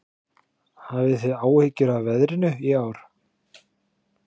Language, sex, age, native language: Icelandic, male, 30-39, Icelandic